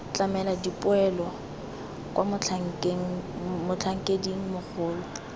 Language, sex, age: Tswana, female, 18